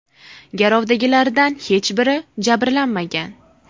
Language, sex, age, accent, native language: Uzbek, female, 19-29, Farg'ona, Uzbek